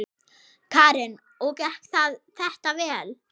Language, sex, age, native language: Icelandic, female, 6, Icelandic